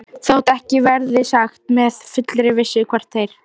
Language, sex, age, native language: Icelandic, female, 12, Icelandic